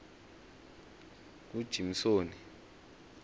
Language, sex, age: South Ndebele, male, 20